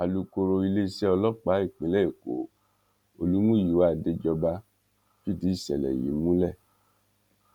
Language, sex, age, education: Yoruba, male, 46-60, tertiary